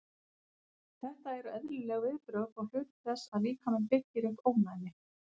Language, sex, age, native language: Icelandic, female, 50-59, Icelandic